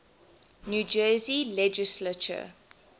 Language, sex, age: English, female, 20